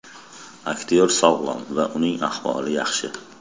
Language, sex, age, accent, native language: Uzbek, male, 25-34, Toshkent viloyati, Kazakh